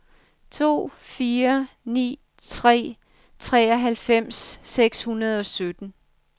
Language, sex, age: Danish, female, 55